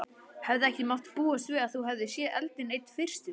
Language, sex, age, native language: Icelandic, male, 20-29, Icelandic